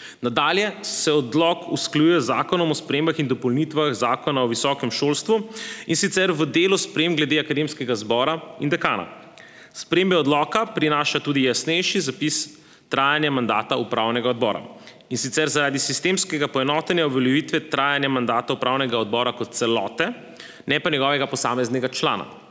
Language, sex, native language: Slovenian, male, Slovenian